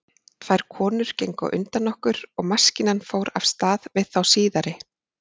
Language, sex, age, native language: Icelandic, female, 40-49, Icelandic